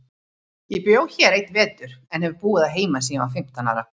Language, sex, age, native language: Icelandic, female, 30-39, Icelandic